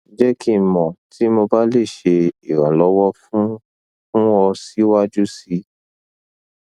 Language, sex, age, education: Yoruba, male, 15-29, tertiary